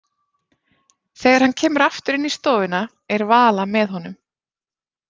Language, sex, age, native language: Icelandic, female, 30-39, Icelandic